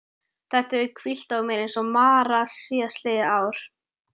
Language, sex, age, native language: Icelandic, male, 12, Icelandic